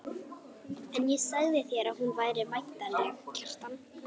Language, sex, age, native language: Icelandic, female, 11, Icelandic